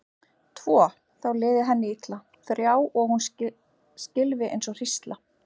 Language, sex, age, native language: Icelandic, female, 40-49, Icelandic